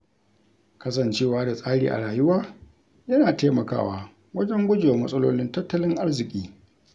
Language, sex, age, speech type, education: Hausa, male, 60+, read, tertiary